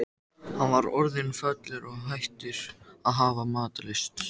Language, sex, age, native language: Icelandic, male, 14, Icelandic